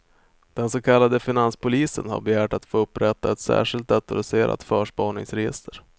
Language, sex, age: Swedish, male, 25